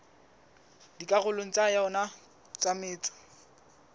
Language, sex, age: Southern Sotho, male, 20